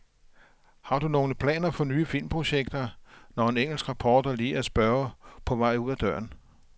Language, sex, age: Danish, male, 57